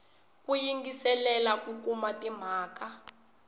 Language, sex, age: Tsonga, female, 20